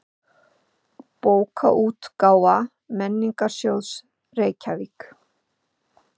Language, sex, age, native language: Icelandic, female, 50-59, Icelandic